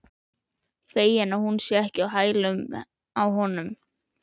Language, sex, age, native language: Icelandic, female, 11, Icelandic